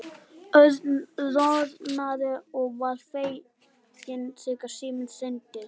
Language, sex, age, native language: Icelandic, male, 12, Icelandic